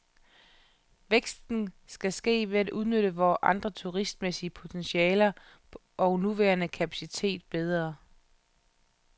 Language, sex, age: Danish, female, 31